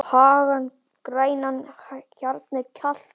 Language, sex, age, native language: Icelandic, male, 9, Icelandic